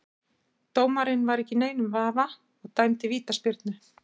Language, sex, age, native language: Icelandic, female, 60-69, Icelandic